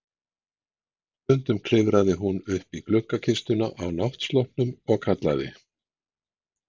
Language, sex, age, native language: Icelandic, male, 60-69, Icelandic